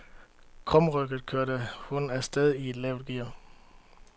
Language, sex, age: Danish, male, 31